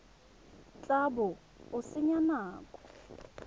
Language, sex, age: Tswana, female, 21